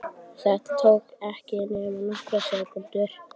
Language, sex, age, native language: Icelandic, male, 12, Icelandic